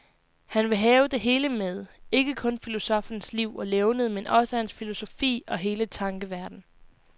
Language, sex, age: Danish, female, 20